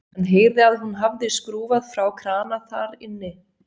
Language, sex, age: Icelandic, female, 40-49